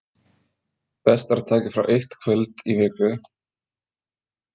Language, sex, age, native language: Icelandic, male, 20-29, Icelandic